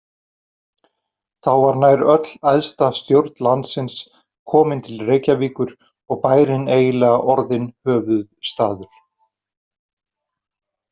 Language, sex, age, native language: Icelandic, male, 40-49, Icelandic